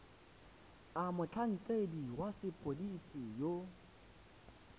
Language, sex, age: Tswana, male, 18